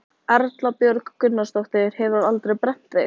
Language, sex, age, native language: Icelandic, female, 18-19, Icelandic